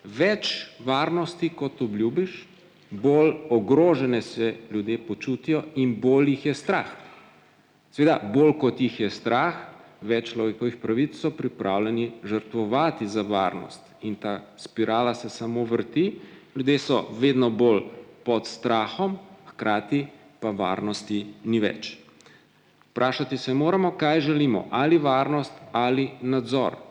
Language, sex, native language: Slovenian, male, Slovenian